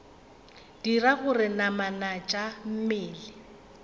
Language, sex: Northern Sotho, female